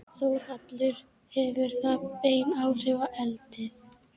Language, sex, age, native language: Icelandic, female, 12, Icelandic